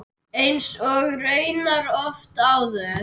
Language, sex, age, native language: Icelandic, male, 10, Icelandic